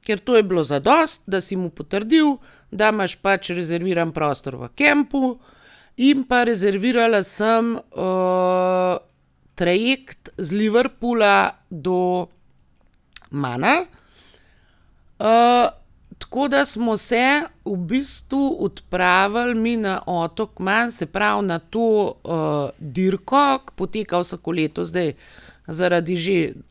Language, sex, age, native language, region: Slovenian, female, 30-49, Slovenian, Gorenjska region